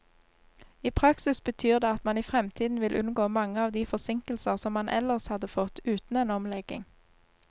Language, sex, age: Norwegian, female, 26